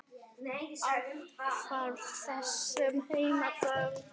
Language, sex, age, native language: Icelandic, female, 8, Icelandic